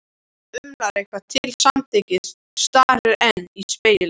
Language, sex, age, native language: Icelandic, other, 13, Icelandic